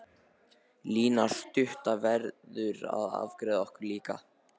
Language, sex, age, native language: Icelandic, other, 13, Icelandic